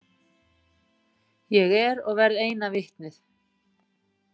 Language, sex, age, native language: Icelandic, female, 40-49, Icelandic